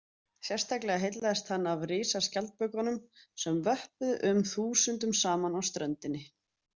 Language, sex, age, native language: Icelandic, female, 30-39, Icelandic